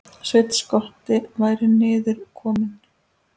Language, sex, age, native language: Icelandic, male, 10, Icelandic